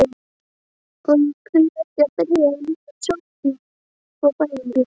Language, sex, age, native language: Icelandic, male, 12, Icelandic